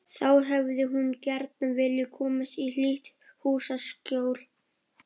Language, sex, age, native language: Icelandic, male, 12, Polish